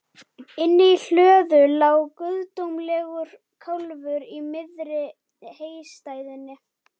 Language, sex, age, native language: Icelandic, male, 11, Icelandic